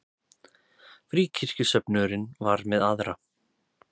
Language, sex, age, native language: Icelandic, male, 30-39, Icelandic